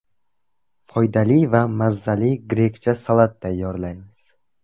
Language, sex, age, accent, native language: Uzbek, male, 18-24, Toshkent viloyati, Uzbek